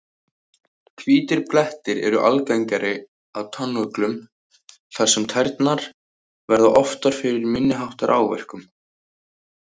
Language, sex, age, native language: Icelandic, male, 18-19, Icelandic